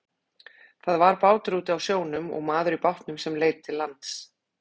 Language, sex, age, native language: Icelandic, female, 40-49, Icelandic